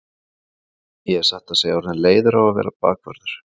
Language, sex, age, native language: Icelandic, male, 40-49, Icelandic